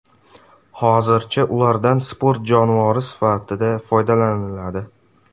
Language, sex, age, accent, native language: Uzbek, male, 12-17, Samarqand, Uzbek